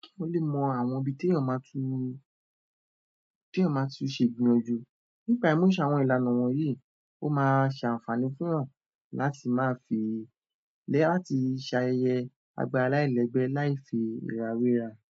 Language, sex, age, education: Yoruba, male, 30-45, tertiary